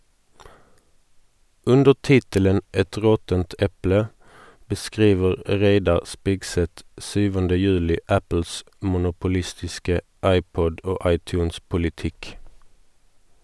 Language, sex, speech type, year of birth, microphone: Norwegian, male, read, 1981, Sennheiser